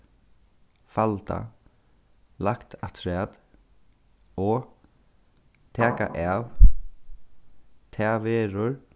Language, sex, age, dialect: Faroese, male, 15-35, Suðurstreymoy